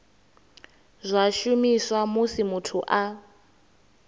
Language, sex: Venda, female